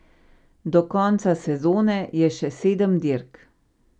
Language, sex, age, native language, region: Slovenian, female, 50-59, Slovenian, Central Slovenia